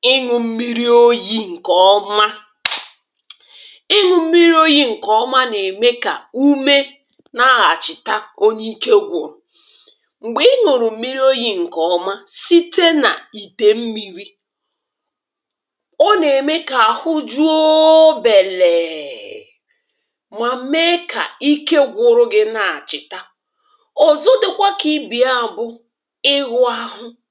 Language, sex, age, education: Igbo, female, 30-45, tertiary